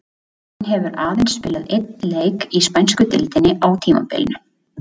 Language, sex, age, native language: Icelandic, female, 20-29, Icelandic